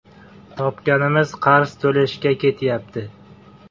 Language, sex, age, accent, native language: Uzbek, male, 18-24, Jizzax, Uzbek